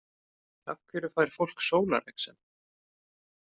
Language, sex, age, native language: Icelandic, male, 30-39, Icelandic